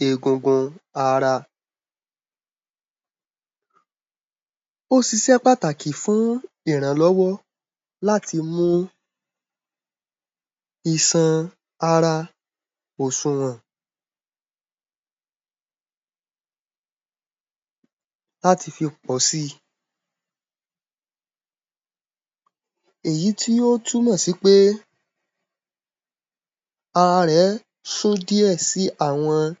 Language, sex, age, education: Yoruba, male, 15-29, primary